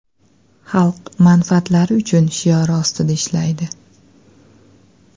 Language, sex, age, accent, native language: Uzbek, female, 25-34, Andijon, Uzbek